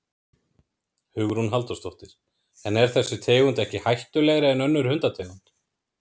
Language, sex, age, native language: Icelandic, male, 30-39, Icelandic